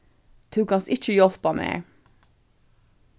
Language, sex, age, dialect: Faroese, female, 15-35, Vágar